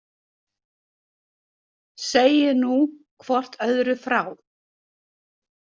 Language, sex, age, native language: Icelandic, female, 60-69, Icelandic